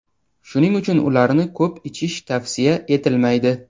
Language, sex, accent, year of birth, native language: Uzbek, male, Toshkent shahri, 2002, Uzbek